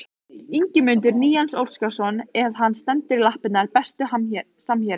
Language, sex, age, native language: Icelandic, female, 15, Icelandic